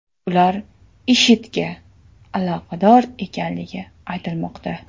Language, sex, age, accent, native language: Uzbek, male, 18-24, Toshkent shahri, Uzbek